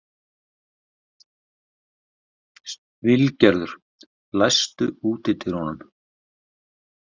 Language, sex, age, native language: Icelandic, male, 50-59, Icelandic